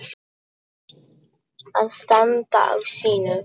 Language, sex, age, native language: Icelandic, female, 10, Polish